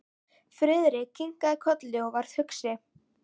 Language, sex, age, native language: Icelandic, female, 11, Icelandic